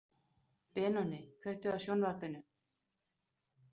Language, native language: Icelandic, Danish